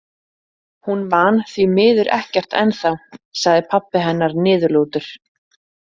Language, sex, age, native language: Icelandic, female, 30-39, Icelandic